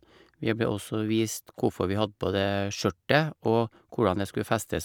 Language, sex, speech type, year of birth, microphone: Norwegian, male, spontaneous, 1956, Shure